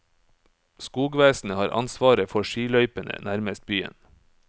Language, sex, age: Norwegian, male, 44